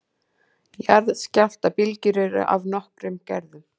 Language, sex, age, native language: Icelandic, female, 40-49, Icelandic